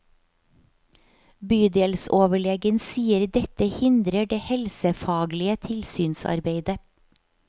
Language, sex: Norwegian, female